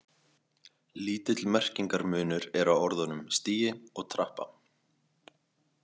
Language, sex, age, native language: Icelandic, male, 20-29, Icelandic